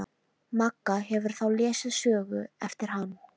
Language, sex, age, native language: Icelandic, female, 13, Icelandic